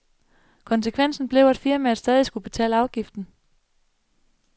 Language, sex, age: Danish, female, 35